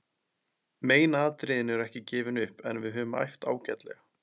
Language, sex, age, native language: Icelandic, male, 20-29, Icelandic